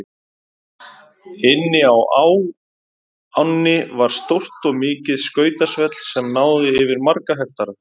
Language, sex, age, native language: Icelandic, male, 30-39, Icelandic